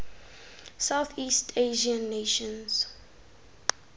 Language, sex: Tswana, female